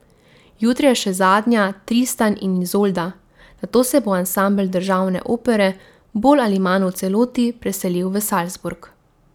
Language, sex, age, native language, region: Slovenian, female, 18-29, Slovenian, Drava region